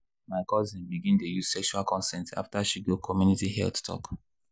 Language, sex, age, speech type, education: Nigerian Pidgin, male, 30-45, spontaneous, tertiary